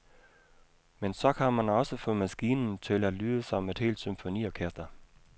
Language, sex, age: Danish, male, 56